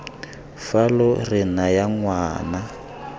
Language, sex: Tswana, male